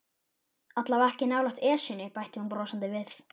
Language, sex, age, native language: Icelandic, male, 11, Icelandic